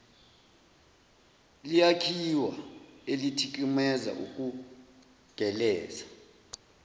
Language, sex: Zulu, male